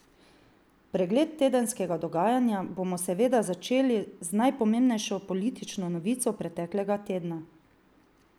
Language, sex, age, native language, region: Slovenian, female, 30-49, Slovenian, Drava region